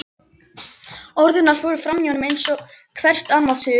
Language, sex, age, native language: Icelandic, female, 11, Icelandic